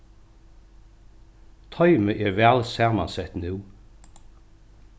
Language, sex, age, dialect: Faroese, male, 36-60, Norðuroyggjar